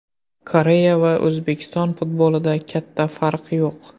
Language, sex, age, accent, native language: Uzbek, male, 25-34, Qoraqalpog'iston, Uzbek